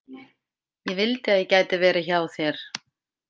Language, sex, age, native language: Icelandic, female, 50-59, Icelandic